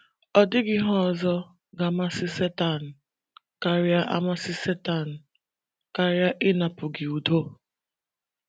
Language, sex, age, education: Igbo, female, 15-29, tertiary